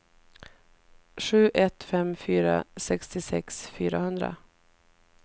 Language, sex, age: Swedish, female, 33